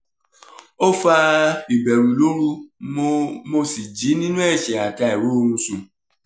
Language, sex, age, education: Yoruba, male, 30-45, tertiary